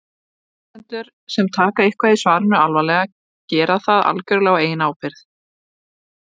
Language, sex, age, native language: Icelandic, female, 30-39, Icelandic